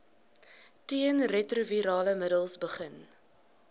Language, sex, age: Afrikaans, female, 19